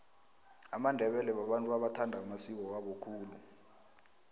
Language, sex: South Ndebele, female